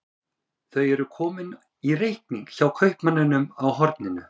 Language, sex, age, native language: Icelandic, male, 30-39, Icelandic